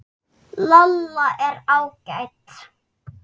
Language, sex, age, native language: Icelandic, female, 6, Icelandic